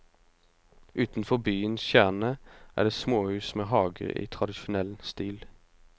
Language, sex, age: Norwegian, male, 25